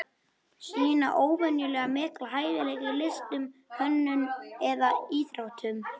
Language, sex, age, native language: Icelandic, male, 21, Icelandic